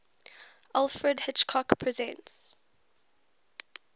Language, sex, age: English, female, 19